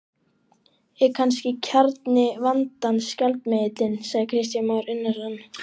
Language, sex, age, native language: Icelandic, male, 12, Icelandic